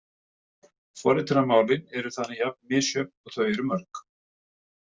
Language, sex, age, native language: Icelandic, male, 50-59, Icelandic